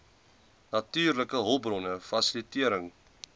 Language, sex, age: Afrikaans, male, 20